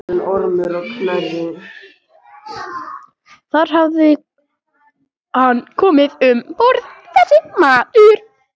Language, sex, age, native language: Icelandic, male, 13, Icelandic